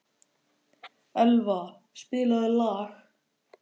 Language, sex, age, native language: Icelandic, male, 13, Icelandic